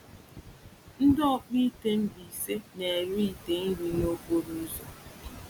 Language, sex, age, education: Igbo, female, 30-45, secondary